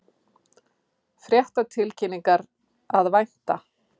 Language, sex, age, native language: Icelandic, female, 40-49, Icelandic